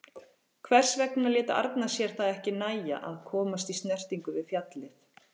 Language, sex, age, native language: Icelandic, female, 40-49, Icelandic